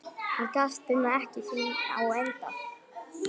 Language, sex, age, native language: Icelandic, male, 8, Icelandic